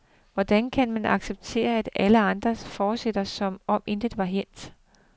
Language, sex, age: Danish, female, 42